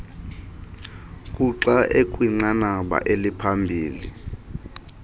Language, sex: Xhosa, male